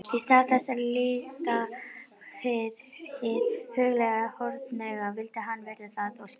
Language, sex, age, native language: Icelandic, female, 50-59, Icelandic